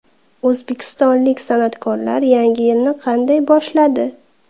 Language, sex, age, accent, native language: Uzbek, female, 19-29, Jizzax, Uzbek